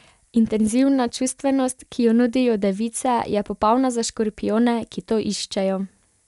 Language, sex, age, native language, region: Slovenian, female, 18-29, Slovenian, Pomurje region